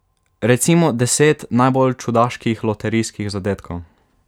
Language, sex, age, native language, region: Slovenian, male, 12-17, Slovenian, Savinja region